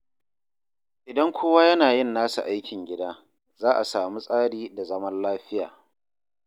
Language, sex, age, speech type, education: Hausa, male, 30-45, read, tertiary